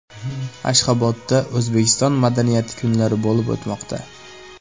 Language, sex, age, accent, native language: Uzbek, male, 18-24, Namangan, Uzbek